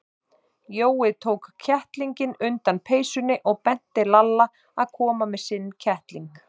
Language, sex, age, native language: Icelandic, male, 30-39, Icelandic